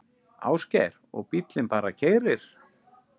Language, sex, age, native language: Icelandic, male, 10, Icelandic